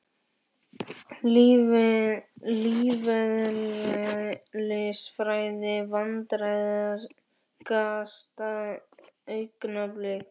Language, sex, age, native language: Icelandic, male, 11, Icelandic